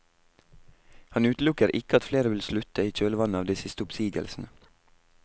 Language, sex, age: Norwegian, male, 22